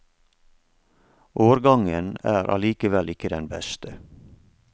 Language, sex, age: Norwegian, male, 47